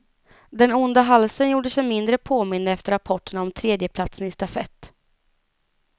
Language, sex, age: Swedish, female, 19